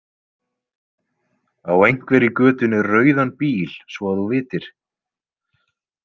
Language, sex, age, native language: Icelandic, male, 20-29, Icelandic